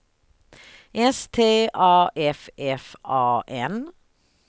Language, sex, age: Swedish, female, 38